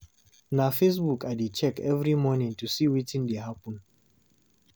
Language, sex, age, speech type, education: Nigerian Pidgin, male, 15-29, read, tertiary